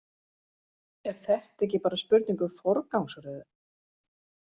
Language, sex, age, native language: Icelandic, female, 40-49, Icelandic